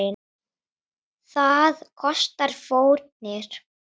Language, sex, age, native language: Icelandic, female, 10, Icelandic